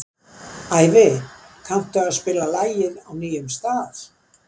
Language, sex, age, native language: Icelandic, female, 70-79, Icelandic